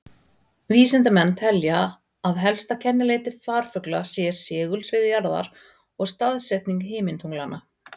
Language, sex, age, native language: Icelandic, female, 40-49, Icelandic